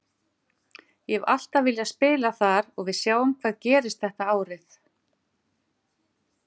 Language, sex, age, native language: Icelandic, female, 50-59, Icelandic